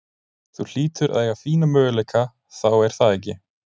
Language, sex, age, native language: Icelandic, male, 20-29, Icelandic